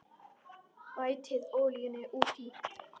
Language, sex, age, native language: Icelandic, male, 10, Icelandic